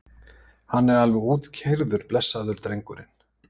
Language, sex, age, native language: Icelandic, male, 50-59, Icelandic